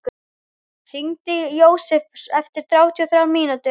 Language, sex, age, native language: Icelandic, female, 12, Icelandic